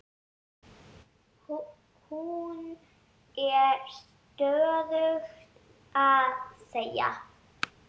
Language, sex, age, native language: Icelandic, female, 7, Icelandic